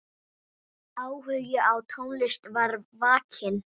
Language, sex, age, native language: Icelandic, female, 8, Icelandic